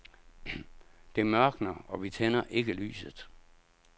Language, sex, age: Danish, male, 57